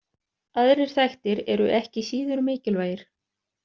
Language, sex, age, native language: Icelandic, other, 30-39, Icelandic